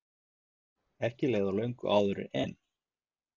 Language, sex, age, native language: Icelandic, male, 50-59, Icelandic